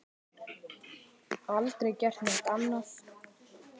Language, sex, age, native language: Icelandic, male, 10, Icelandic